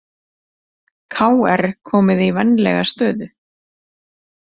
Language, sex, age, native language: Icelandic, female, 30-39, Icelandic